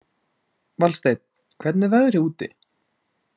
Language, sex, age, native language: Icelandic, male, 20-29, Icelandic